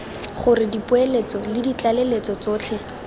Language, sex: Tswana, female